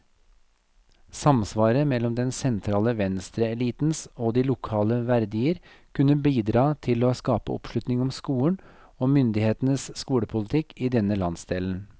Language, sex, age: Norwegian, male, 40